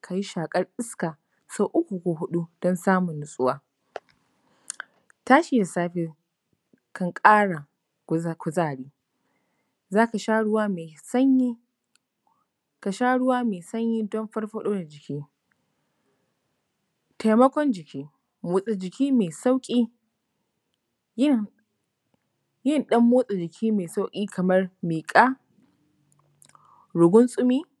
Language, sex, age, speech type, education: Hausa, female, 15-29, spontaneous, tertiary